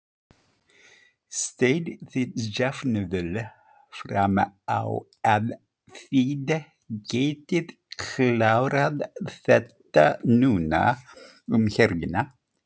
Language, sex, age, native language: Icelandic, male, 50-59, Icelandic